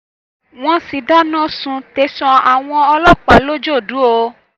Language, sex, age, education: Yoruba, female, 15-29, tertiary